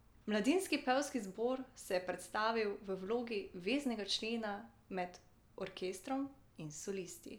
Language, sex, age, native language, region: Slovenian, female, 18-29, Slovenian, Drava region